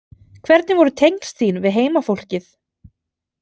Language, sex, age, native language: Icelandic, female, 30-39, Icelandic